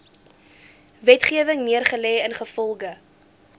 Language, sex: Afrikaans, female